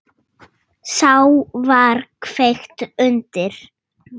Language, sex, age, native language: Icelandic, female, 6, Russian